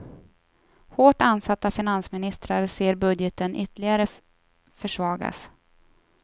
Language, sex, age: Swedish, female, 24